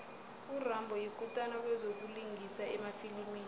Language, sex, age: South Ndebele, female, 22